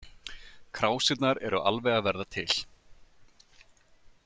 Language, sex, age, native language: Icelandic, male, 30-39, Icelandic